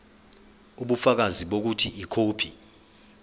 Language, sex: Zulu, male